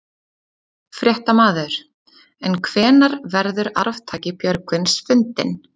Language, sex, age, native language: Icelandic, female, 30-39, Icelandic